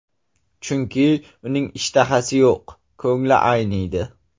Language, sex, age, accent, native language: Uzbek, male, 18-24, Namangan, Uzbek